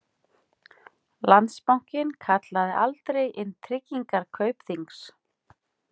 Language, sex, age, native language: Icelandic, female, 40-49, Icelandic